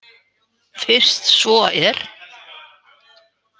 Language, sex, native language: Icelandic, female, Icelandic